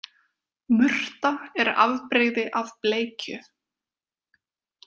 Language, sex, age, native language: Icelandic, female, 20-29, Icelandic